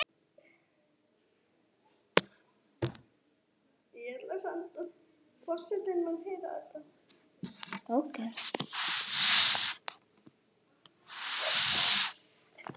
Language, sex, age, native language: Icelandic, male, 9, Icelandic